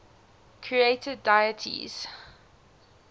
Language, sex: English, female